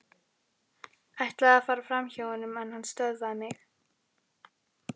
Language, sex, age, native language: Icelandic, female, 11, Icelandic